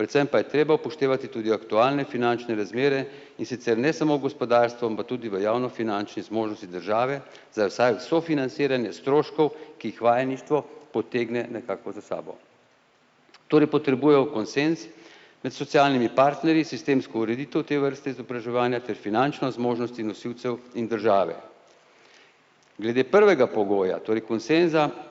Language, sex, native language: Slovenian, male, Slovenian